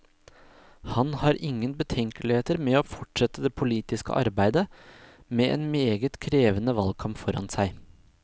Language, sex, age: Norwegian, male, 26